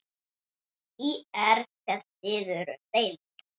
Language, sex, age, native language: Icelandic, male, 9, Icelandic